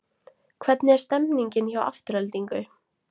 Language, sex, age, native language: Icelandic, female, 16, Latvian